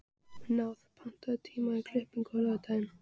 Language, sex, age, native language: Icelandic, female, 15, Icelandic